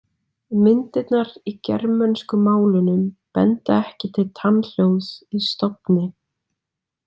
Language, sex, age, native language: Icelandic, female, 20-29, Icelandic